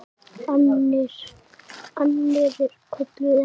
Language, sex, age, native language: Icelandic, male, 8, Icelandic